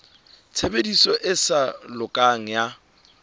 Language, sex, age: Southern Sotho, male, 26